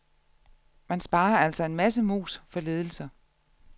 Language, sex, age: Danish, female, 34